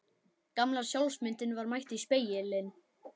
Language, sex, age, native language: Icelandic, male, 11, Icelandic